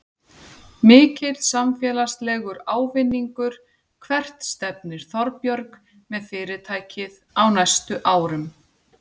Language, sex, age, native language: Icelandic, female, 40-49, Icelandic